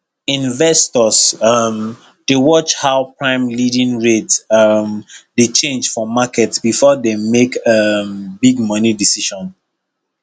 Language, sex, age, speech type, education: Nigerian Pidgin, male, 15-29, spontaneous, tertiary